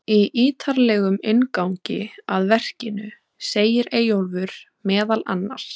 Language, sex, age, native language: Icelandic, female, 20-29, Icelandic